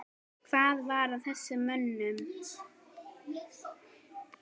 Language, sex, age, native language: Icelandic, female, 10, Icelandic